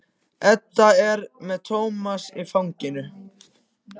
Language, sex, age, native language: Icelandic, other, 14, Icelandic